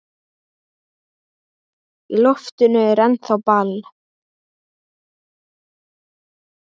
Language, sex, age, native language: Icelandic, male, 8, Icelandic